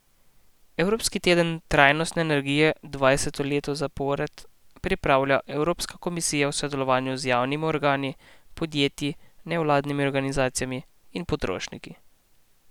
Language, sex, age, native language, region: Slovenian, male, 18-29, Slovenian, Posavska region